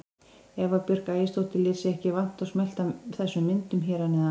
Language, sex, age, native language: Icelandic, female, 20-29, Icelandic